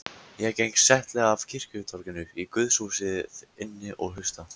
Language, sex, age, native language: Icelandic, male, 14, Icelandic